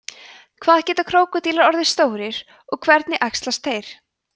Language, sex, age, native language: Icelandic, female, 20-29, Icelandic